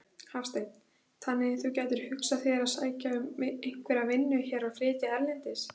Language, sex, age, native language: Icelandic, female, 16, Icelandic